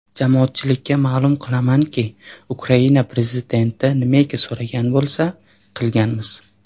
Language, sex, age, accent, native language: Uzbek, male, 19-29, Surxondaryo, Uzbek